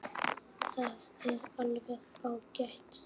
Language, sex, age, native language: Icelandic, male, 8, Icelandic